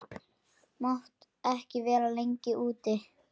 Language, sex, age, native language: Icelandic, male, 10, Icelandic